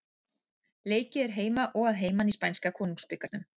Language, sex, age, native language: Icelandic, female, 40-49, Icelandic